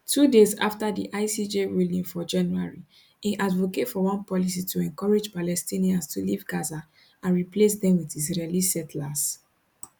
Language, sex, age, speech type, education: Nigerian Pidgin, female, 15-29, spontaneous, tertiary